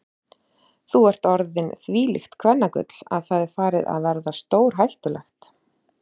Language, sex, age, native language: Icelandic, female, 30-39, Icelandic